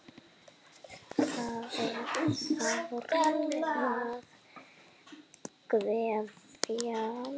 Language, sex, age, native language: Icelandic, female, 6, Icelandic